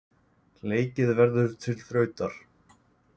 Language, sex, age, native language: Icelandic, male, 20-29, Icelandic